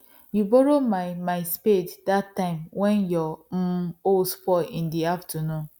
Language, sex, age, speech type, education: Nigerian Pidgin, female, 15-29, spontaneous, tertiary